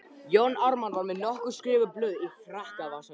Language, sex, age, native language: Icelandic, male, 13, Icelandic